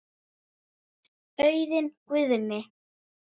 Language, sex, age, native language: Icelandic, female, 7, Icelandic